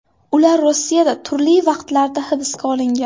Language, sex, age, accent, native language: Uzbek, female, 18-24, Buxoro, Uzbek